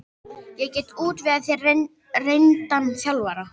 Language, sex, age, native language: Icelandic, female, 13, Icelandic